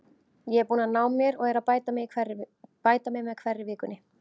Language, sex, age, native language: Icelandic, female, 30-39, Icelandic